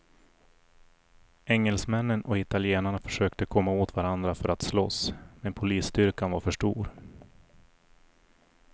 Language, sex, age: Swedish, male, 40